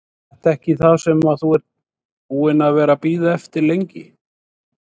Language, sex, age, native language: Icelandic, male, 60-69, Icelandic